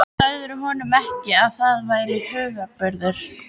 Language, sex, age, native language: Icelandic, female, 12, Icelandic